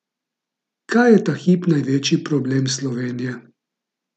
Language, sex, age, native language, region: Slovenian, male, 50-59, Slovenian, Gorica region